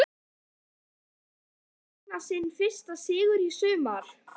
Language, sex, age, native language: Icelandic, female, 11, Icelandic